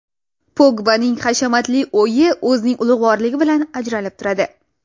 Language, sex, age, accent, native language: Uzbek, female, 19-29, Toshkent viloyati, Russian